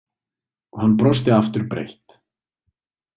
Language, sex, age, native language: Icelandic, male, 20-29, Icelandic